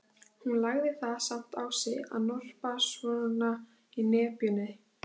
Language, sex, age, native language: Icelandic, female, 16, Icelandic